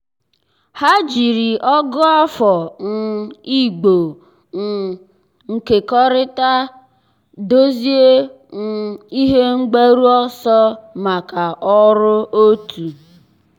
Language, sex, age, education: Igbo, male, 15-29, tertiary